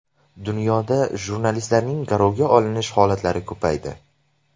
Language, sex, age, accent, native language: Uzbek, male, 18-24, Farg'ona, Uzbek